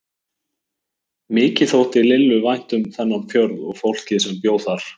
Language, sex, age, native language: Icelandic, male, 20-29, Icelandic